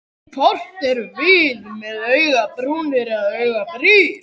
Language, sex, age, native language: Icelandic, male, 18-19, Icelandic